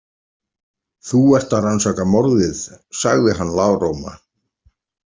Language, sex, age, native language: Icelandic, male, 40-49, Icelandic